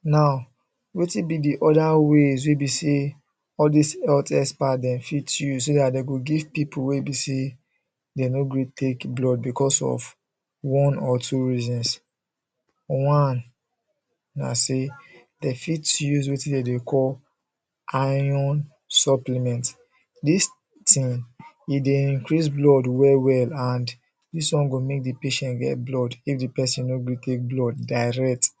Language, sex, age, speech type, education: Nigerian Pidgin, male, 15-29, spontaneous, secondary